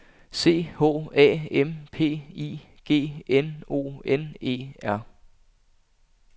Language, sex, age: Danish, male, 25